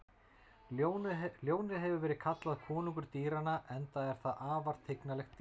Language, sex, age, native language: Icelandic, male, 30-39, Icelandic